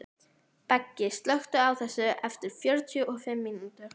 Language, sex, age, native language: Icelandic, female, 11, Icelandic